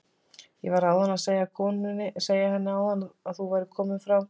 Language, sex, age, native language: Icelandic, female, 20-29, Icelandic